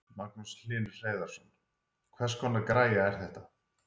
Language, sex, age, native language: Icelandic, male, 40-49, Icelandic